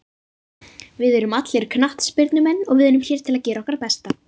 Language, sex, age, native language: Icelandic, female, 50-59, Icelandic